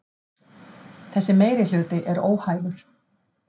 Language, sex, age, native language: Icelandic, female, 50-59, Icelandic